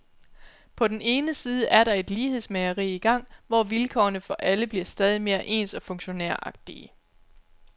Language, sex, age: Danish, female, 29